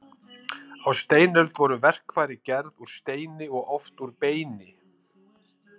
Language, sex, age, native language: Icelandic, male, 50-59, Icelandic